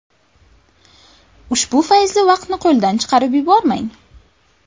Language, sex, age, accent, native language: Uzbek, female, under 19, Buxoro, Uzbek